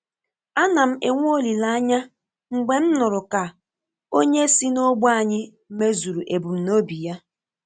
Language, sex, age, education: Igbo, female, 15-29, tertiary